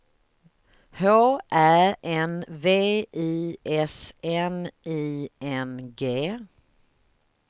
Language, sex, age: Swedish, female, 38